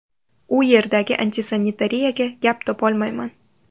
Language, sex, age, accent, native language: Uzbek, female, under 19, Toshkent shahri, Uzbek